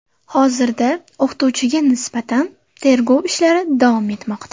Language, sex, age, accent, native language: Uzbek, female, under 19, Sirdaryo, Uzbek